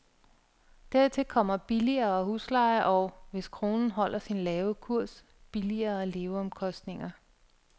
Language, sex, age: Danish, female, 42